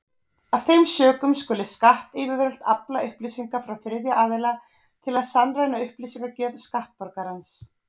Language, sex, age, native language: Icelandic, female, 30-39, Icelandic